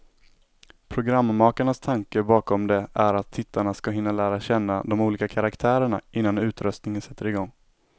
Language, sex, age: Swedish, male, 17